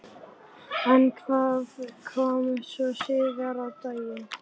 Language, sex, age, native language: Icelandic, female, 11, Icelandic